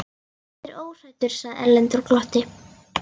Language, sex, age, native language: Icelandic, female, 11, Icelandic